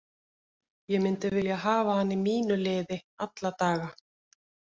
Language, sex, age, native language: Icelandic, female, 50-59, Icelandic